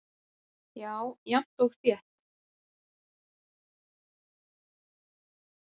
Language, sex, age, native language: Icelandic, female, 40-49, Icelandic